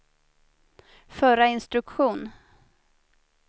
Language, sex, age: Swedish, female, 30